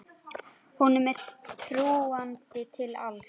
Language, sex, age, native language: Icelandic, female, 10, Icelandic